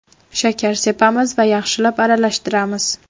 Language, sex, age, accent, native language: Uzbek, female, 12-17, Farg'ona, Uzbek